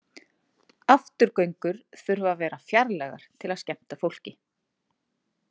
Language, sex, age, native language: Icelandic, female, 30-39, Icelandic